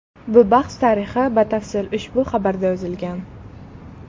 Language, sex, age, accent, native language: Uzbek, female, 18-24, Toshkent shahri, Uzbek